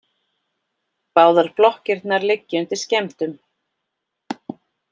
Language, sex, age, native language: Icelandic, female, 40-49, Icelandic